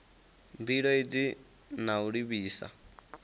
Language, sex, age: Venda, male, 19